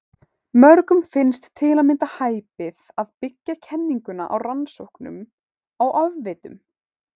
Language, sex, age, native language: Icelandic, female, 18-19, Icelandic